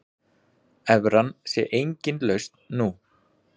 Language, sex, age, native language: Icelandic, male, 40-49, Icelandic